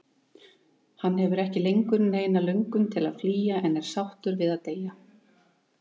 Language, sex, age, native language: Icelandic, female, 30-39, Icelandic